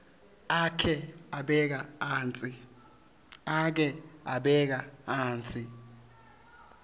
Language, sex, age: Swati, male, 23